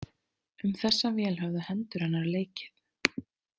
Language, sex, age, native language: Icelandic, female, 30-39, Icelandic